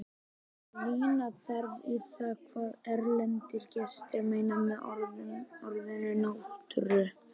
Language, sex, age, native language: Icelandic, female, 50-59, Icelandic